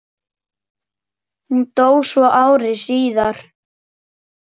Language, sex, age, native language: Icelandic, male, 9, Icelandic